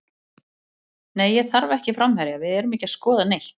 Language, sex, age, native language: Icelandic, female, 40-49, Icelandic